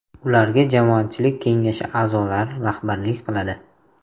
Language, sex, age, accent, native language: Uzbek, male, 18-24, Toshkent shahri, Uzbek